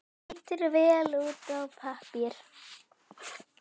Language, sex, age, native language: Icelandic, female, 9, Icelandic